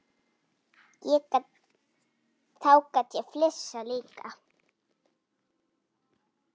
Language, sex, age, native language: Icelandic, female, 9, Icelandic